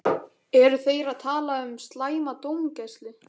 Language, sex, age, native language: Icelandic, male, 13, Icelandic